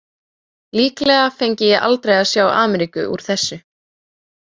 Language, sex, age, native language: Icelandic, female, 18-19, Icelandic